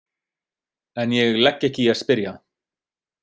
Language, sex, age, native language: Icelandic, male, 30-39, Icelandic